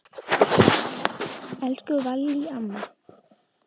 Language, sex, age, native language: Icelandic, female, 10, Icelandic